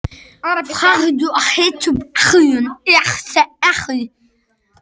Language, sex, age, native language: Icelandic, male, 20-29, Arabic